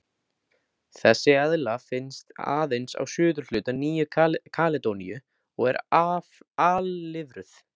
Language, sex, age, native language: Icelandic, male, 18-19, Icelandic